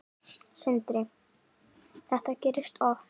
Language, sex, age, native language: Icelandic, female, 7, Icelandic